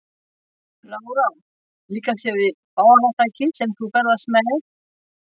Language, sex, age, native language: Icelandic, female, 60-69, French